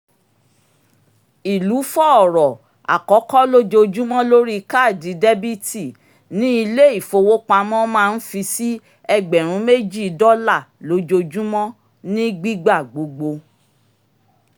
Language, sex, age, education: Yoruba, female, 46-60, tertiary